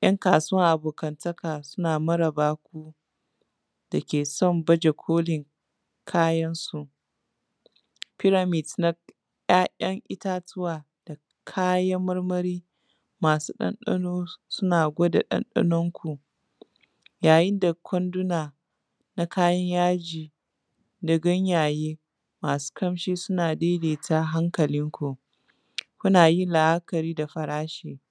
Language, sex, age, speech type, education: Hausa, female, 15-29, spontaneous, tertiary